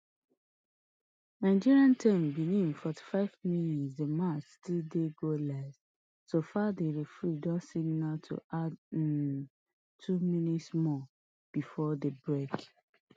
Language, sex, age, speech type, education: Nigerian Pidgin, female, 30-45, spontaneous, tertiary